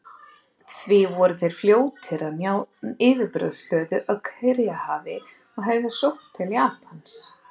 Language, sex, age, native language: Icelandic, female, 30-39, Icelandic